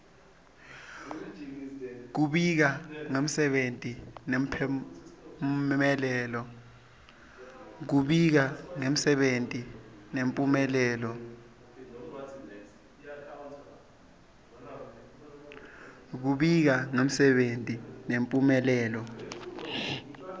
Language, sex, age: Swati, male, 23